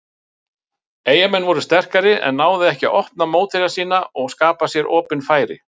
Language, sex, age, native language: Icelandic, male, 50-59, Icelandic